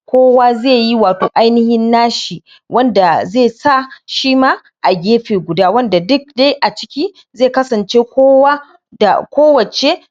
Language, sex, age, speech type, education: Hausa, male, 15-29, spontaneous, primary